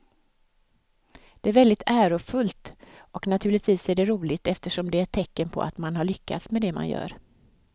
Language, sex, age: Swedish, female, 55